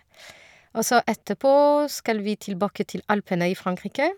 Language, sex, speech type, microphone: Norwegian, female, spontaneous, Shure